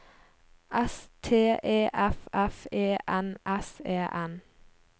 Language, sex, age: Norwegian, female, 22